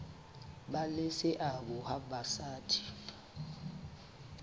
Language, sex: Southern Sotho, female